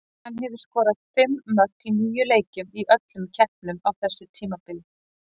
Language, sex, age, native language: Icelandic, female, 40-49, Icelandic